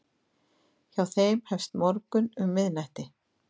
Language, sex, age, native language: Icelandic, female, 50-59, Icelandic